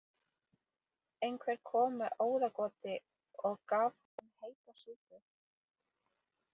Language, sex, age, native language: Icelandic, female, 30-39, English